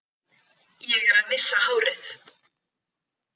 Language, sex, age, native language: Icelandic, female, 20-29, Icelandic